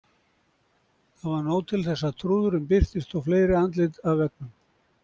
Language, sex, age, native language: Icelandic, male, 70-79, Icelandic